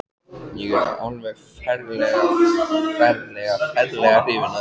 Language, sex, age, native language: Icelandic, male, 14, Icelandic